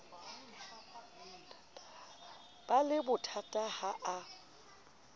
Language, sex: Southern Sotho, female